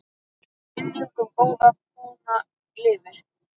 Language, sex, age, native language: Icelandic, male, 9, Icelandic